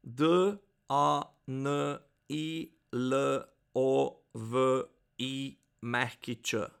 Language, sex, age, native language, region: Slovenian, male, 30-49, Slovenian, Pomurje region